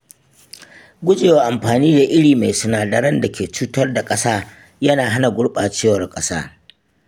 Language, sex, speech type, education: Hausa, male, spontaneous, tertiary